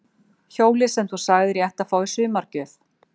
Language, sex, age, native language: Icelandic, female, 40-49, Icelandic